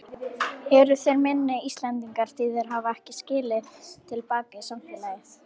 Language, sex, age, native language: Icelandic, female, 18-19, Icelandic